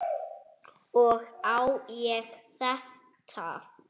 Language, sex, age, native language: Icelandic, male, 6, Icelandic